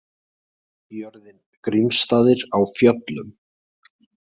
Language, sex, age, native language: Icelandic, male, 20-29, Icelandic